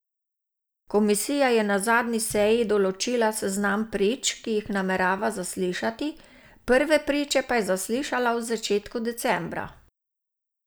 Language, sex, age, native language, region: Slovenian, female, 60+, Slovenian, Savinja region